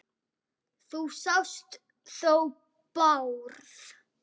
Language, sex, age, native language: Icelandic, female, 8, Icelandic